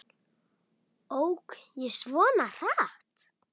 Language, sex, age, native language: Icelandic, female, 8, Icelandic